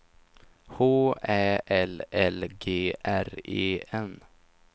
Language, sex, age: Swedish, male, 17